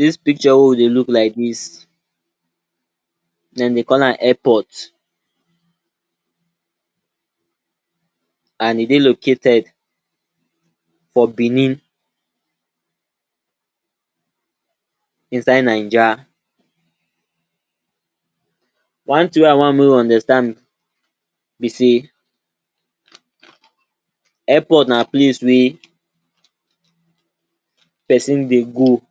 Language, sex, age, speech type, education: Nigerian Pidgin, male, 46-60, spontaneous, tertiary